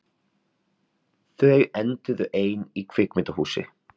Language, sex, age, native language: Icelandic, male, 30-39, Icelandic